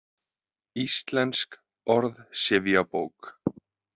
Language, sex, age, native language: Icelandic, male, 30-39, Icelandic